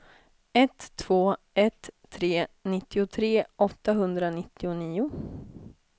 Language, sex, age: Swedish, female, 20